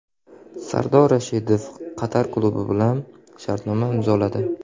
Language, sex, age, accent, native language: Uzbek, male, 18-24, Qashqadaryo, Uzbek